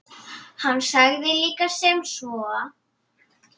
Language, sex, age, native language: Icelandic, female, 8, Icelandic